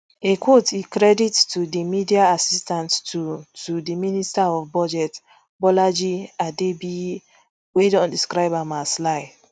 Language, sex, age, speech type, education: Nigerian Pidgin, female, 30-45, spontaneous, tertiary